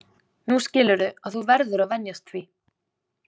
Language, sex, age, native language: Icelandic, female, 20-29, Icelandic